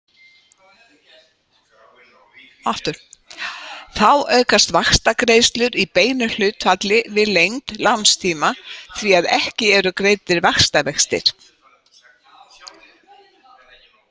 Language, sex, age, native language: Icelandic, female, 80-89, Icelandic